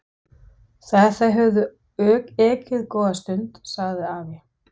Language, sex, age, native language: Icelandic, female, 60-69, Danish